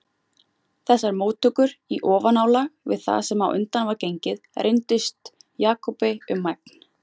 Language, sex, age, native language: Icelandic, female, 20-29, Icelandic